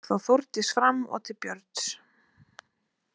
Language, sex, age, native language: Icelandic, female, 20-29, Icelandic